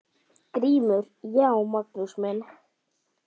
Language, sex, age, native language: Icelandic, male, 10, Icelandic